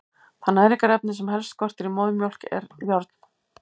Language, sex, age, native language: Icelandic, female, 50-59, Icelandic